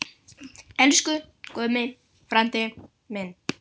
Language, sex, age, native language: Icelandic, female, 10, Icelandic